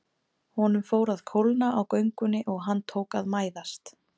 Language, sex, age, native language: Icelandic, female, 30-39, Icelandic